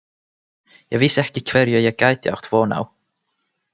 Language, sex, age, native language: Icelandic, male, 18-19, Finnish